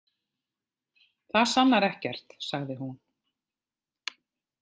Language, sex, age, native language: Icelandic, female, 50-59, Icelandic